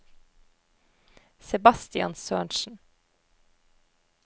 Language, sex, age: Norwegian, female, 30